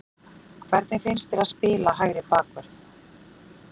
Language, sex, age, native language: Icelandic, female, 40-49, Icelandic